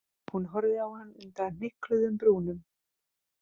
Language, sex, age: Icelandic, female, 30-39